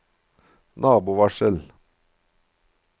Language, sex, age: Norwegian, male, 53